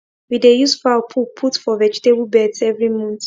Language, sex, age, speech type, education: Nigerian Pidgin, female, 15-29, spontaneous, tertiary